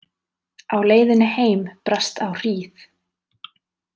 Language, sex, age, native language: Icelandic, female, 30-39, Icelandic